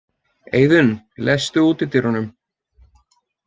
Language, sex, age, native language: Icelandic, male, 20-29, Icelandic